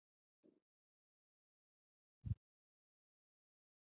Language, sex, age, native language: Icelandic, male, 70-79, Icelandic